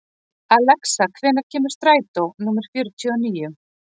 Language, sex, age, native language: Icelandic, female, 40-49, Icelandic